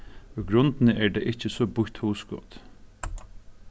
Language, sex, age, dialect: Faroese, male, 36-60, Suðurstreymoy